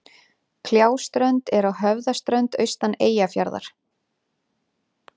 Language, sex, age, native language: Icelandic, female, 40-49, Icelandic